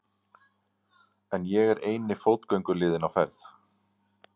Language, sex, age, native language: Icelandic, male, 40-49, Icelandic